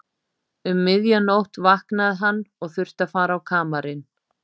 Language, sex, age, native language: Icelandic, female, 50-59, Icelandic